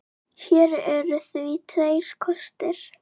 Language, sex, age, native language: Icelandic, female, 9, Icelandic